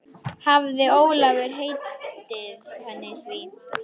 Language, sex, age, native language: Icelandic, female, 10, Icelandic